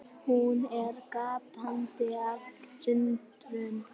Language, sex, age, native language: Icelandic, female, 9, Icelandic